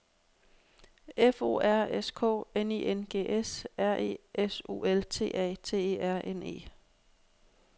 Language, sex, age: Danish, female, 32